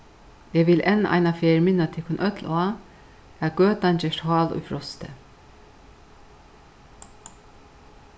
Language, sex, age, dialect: Faroese, female, 61+, Suðurstreymoy